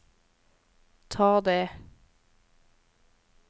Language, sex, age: Norwegian, female, 26